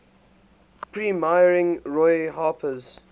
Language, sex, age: English, male, 18